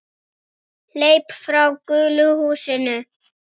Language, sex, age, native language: Icelandic, male, 9, Icelandic